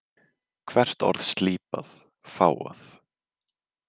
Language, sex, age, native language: Icelandic, male, 20-29, Icelandic